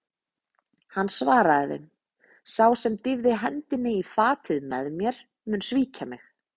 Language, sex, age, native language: Icelandic, female, 20-29, Icelandic